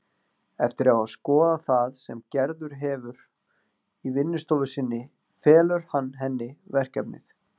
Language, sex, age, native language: Icelandic, male, 40-49, Icelandic